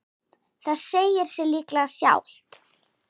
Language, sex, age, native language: Icelandic, female, 10, Icelandic